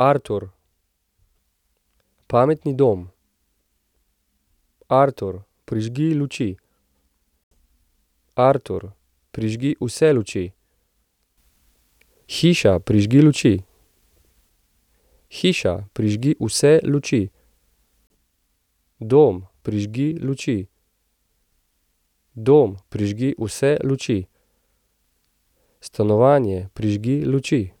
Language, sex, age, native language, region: Slovenian, male, 30-49, Slovenian, Central Slovenia